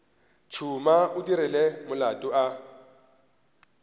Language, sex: Northern Sotho, male